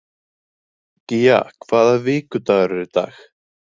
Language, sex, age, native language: Icelandic, male, 20-29, Icelandic